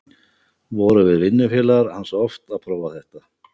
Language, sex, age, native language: Icelandic, male, 50-59, Icelandic